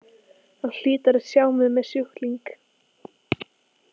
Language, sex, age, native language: Icelandic, female, 13, Icelandic